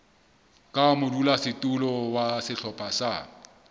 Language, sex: Southern Sotho, male